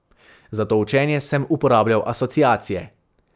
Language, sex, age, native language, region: Slovenian, male, 18-29, Slovenian, Savinja region